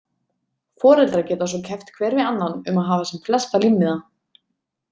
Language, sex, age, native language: Icelandic, female, 30-39, Icelandic